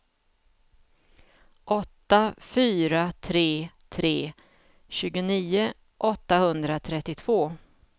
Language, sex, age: Swedish, female, 49